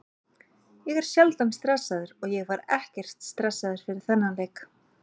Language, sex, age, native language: Icelandic, female, 40-49, Icelandic